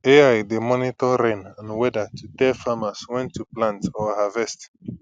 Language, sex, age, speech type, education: Nigerian Pidgin, male, 15-29, spontaneous, tertiary